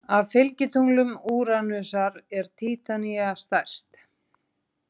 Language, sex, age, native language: Icelandic, female, 40-49, Icelandic